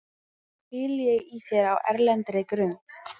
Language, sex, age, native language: Icelandic, female, 15, Icelandic